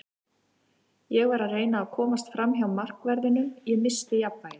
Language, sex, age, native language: Icelandic, female, 50-59, Icelandic